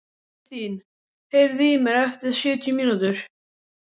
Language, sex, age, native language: Icelandic, male, 12, Icelandic